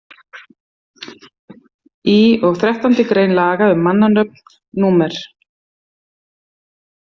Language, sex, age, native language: Icelandic, female, 50-59, Icelandic